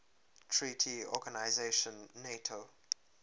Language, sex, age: English, male, 23